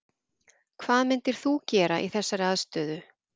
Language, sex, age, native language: Icelandic, female, 40-49, Icelandic